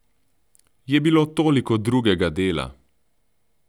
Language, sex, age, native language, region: Slovenian, male, 30-49, Slovenian, Central Slovenia